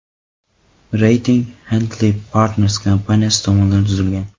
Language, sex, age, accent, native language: Uzbek, male, 18-24, Samarqand, Uzbek